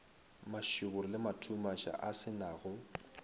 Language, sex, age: Northern Sotho, male, 19